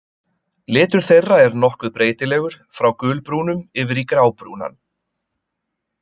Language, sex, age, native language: Icelandic, male, 20-29, Icelandic